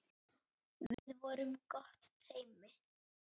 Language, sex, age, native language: Icelandic, female, 9, Icelandic